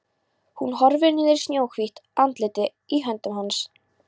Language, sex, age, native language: Icelandic, female, 13, Polish